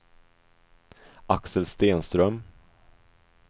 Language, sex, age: Swedish, male, 25